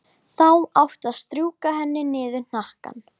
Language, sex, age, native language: Icelandic, female, 11, Icelandic